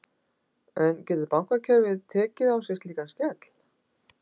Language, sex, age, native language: Icelandic, female, 60-69, Icelandic